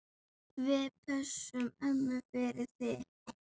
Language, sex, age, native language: Icelandic, female, 9, Icelandic